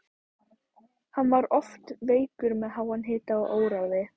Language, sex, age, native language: Icelandic, female, 14, Icelandic